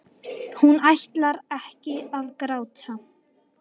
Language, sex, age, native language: Icelandic, female, 10, Icelandic